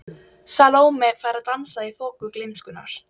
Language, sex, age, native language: Icelandic, female, 12, Icelandic